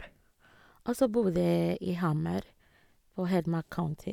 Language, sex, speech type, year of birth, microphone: Norwegian, female, spontaneous, 1986, Sennheiser